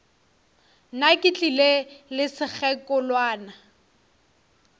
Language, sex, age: Northern Sotho, female, 18